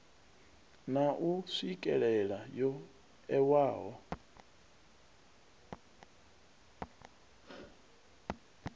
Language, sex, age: Venda, male, 39